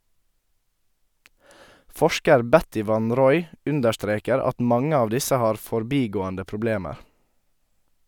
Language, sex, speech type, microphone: Norwegian, male, read, Sennheiser